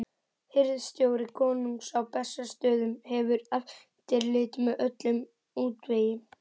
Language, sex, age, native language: Icelandic, male, 11, Icelandic